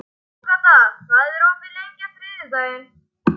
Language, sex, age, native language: Icelandic, male, 11, Icelandic